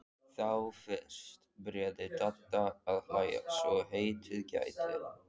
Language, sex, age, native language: Icelandic, male, 14, Icelandic